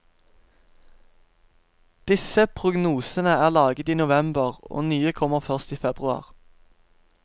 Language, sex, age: Norwegian, male, 17